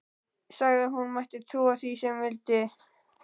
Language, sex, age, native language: Icelandic, male, 12, Icelandic